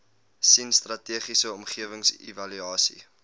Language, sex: Afrikaans, male